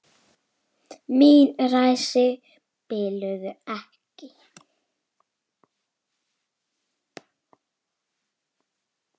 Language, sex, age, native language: Icelandic, female, 9, Icelandic